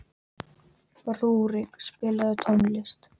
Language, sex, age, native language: Icelandic, male, 12, Icelandic